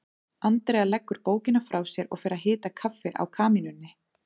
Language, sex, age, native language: Icelandic, female, 30-39, Icelandic